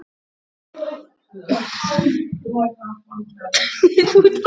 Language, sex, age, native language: Icelandic, male, 14, Icelandic